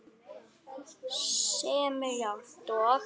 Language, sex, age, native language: Icelandic, male, 8, Icelandic